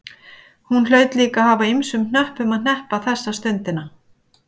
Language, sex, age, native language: Icelandic, female, 50-59, Icelandic